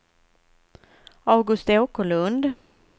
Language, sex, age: Swedish, female, 41